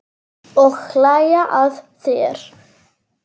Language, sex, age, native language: Icelandic, female, 9, Serbo-Croatian